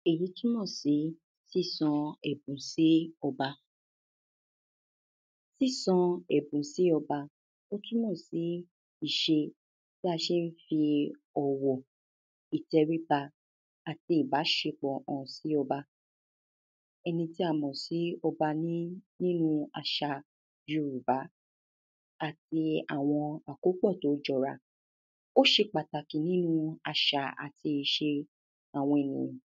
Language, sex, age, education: Yoruba, female, 15-29, tertiary